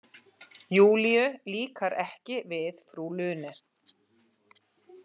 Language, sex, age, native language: Icelandic, female, 50-59, Icelandic